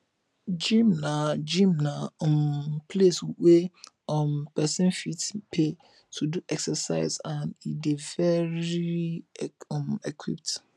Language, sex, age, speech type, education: Nigerian Pidgin, male, 15-29, spontaneous, tertiary